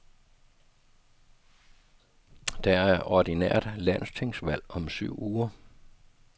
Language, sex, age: Danish, male, 52